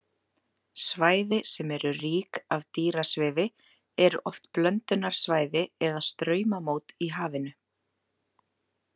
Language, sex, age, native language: Icelandic, female, 30-39, Icelandic